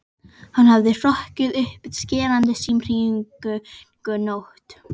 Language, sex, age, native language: Icelandic, female, 11, Icelandic